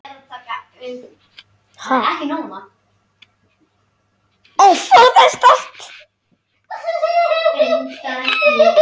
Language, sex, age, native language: Icelandic, male, 10, Icelandic